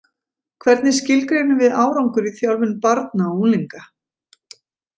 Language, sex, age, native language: Icelandic, female, 40-49, Icelandic